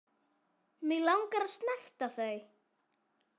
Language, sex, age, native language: Icelandic, female, 9, Icelandic